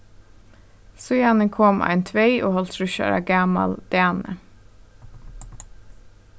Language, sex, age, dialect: Faroese, female, 15-35, Suðurstreymoy